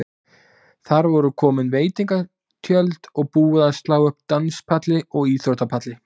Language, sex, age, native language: Icelandic, male, 20-29, Icelandic